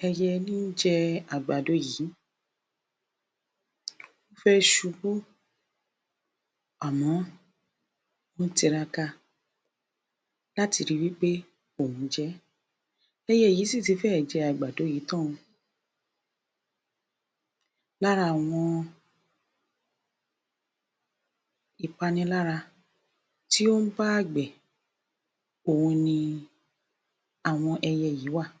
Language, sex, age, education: Yoruba, female, 60+, tertiary